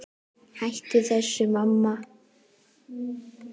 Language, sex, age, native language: Icelandic, female, 7, Icelandic